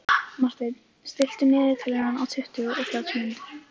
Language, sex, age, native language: Icelandic, female, 15, Icelandic